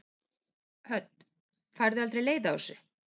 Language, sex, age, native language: Icelandic, female, 40-49, Icelandic